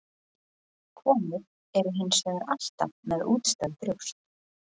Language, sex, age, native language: Icelandic, female, 20-29, Icelandic